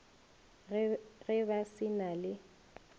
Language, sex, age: Northern Sotho, female, 21